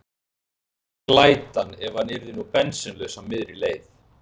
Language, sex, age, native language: Icelandic, male, 40-49, Icelandic